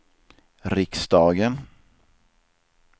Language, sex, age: Swedish, male, 27